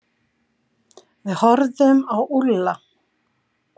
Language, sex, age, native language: Icelandic, female, 50-59, Icelandic